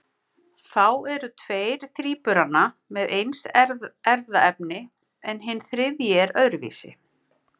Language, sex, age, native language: Icelandic, female, 50-59, Icelandic